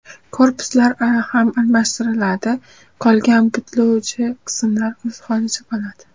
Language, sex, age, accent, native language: Uzbek, female, under 19, Farg'ona, Uzbek